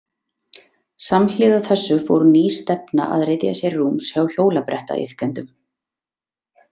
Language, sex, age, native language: Icelandic, female, 30-39, Icelandic